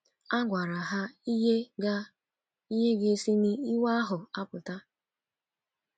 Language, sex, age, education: Igbo, female, 15-29, tertiary